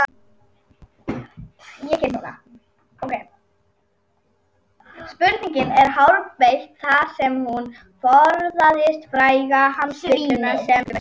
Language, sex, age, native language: Icelandic, female, 40-49, Icelandic